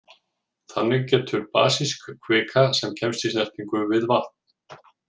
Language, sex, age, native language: Icelandic, male, 40-49, Icelandic